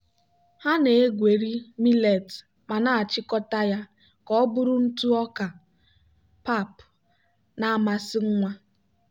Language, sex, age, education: Igbo, female, 15-29, tertiary